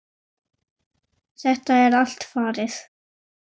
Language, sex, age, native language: Icelandic, male, 9, Icelandic